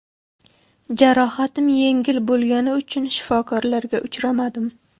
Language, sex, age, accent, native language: Uzbek, female, 18-24, Samarqand, Uzbek